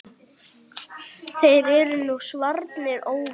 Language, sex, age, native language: Icelandic, male, 8, Icelandic